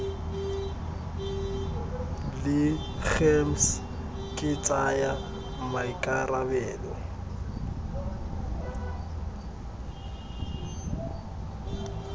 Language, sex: Tswana, male